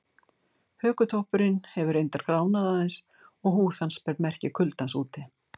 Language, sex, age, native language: Icelandic, female, 60-69, Icelandic